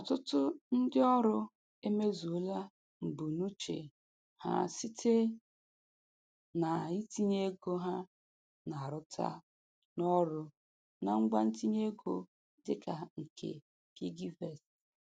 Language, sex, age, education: Igbo, female, 15-29, tertiary